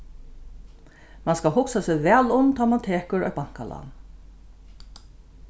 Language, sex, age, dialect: Faroese, female, 36-60, Norðurstreymoy/Eysturoy